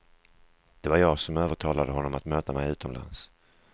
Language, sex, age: Swedish, male, 35